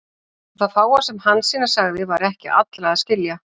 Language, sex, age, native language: Icelandic, female, 40-49, Icelandic